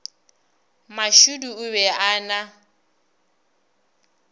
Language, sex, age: Northern Sotho, female, 22